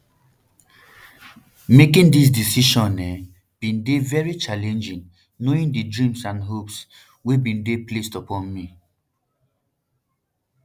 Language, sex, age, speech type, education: Nigerian Pidgin, male, 15-29, spontaneous, tertiary